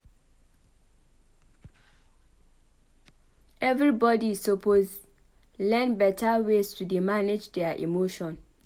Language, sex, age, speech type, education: Nigerian Pidgin, female, 15-29, read, tertiary